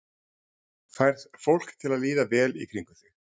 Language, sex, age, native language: Icelandic, male, 40-49, Icelandic